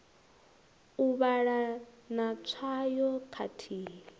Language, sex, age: Venda, female, 21